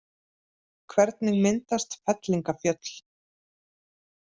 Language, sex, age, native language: Icelandic, female, 30-39, Icelandic